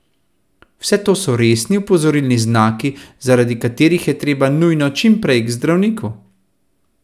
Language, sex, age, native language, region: Slovenian, male, 30-49, Slovenian, Central Slovenia